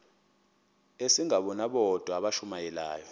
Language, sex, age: Xhosa, male, 22